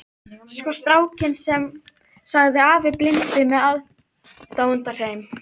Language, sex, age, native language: Icelandic, female, 13, Icelandic